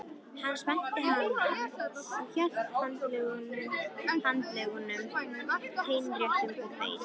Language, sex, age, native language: Icelandic, female, 13, Icelandic